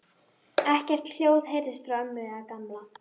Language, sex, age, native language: Icelandic, female, 12, Icelandic